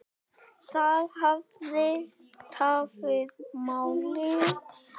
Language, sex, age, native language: Icelandic, male, 8, Icelandic